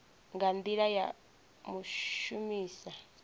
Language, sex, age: Venda, female, 24